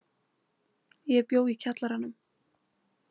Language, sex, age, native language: Icelandic, female, 20-29, Icelandic